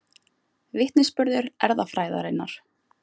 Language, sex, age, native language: Icelandic, female, 20-29, Icelandic